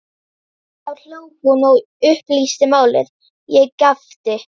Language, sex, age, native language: Icelandic, female, 12, Icelandic